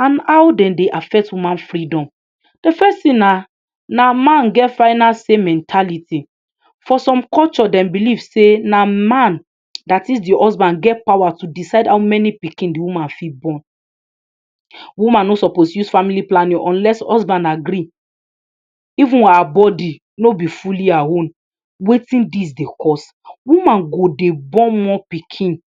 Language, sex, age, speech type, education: Nigerian Pidgin, female, 46-60, spontaneous, tertiary